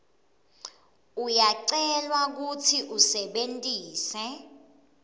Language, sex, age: Swati, female, 22